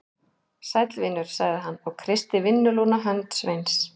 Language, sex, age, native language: Icelandic, male, 11, Icelandic